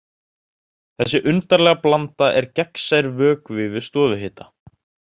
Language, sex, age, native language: Icelandic, male, 18-19, Icelandic